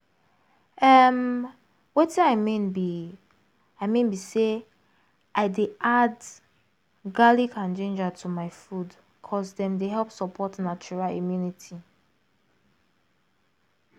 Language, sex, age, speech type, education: Nigerian Pidgin, female, 15-29, spontaneous, tertiary